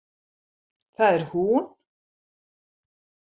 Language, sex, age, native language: Icelandic, female, 70-79, Icelandic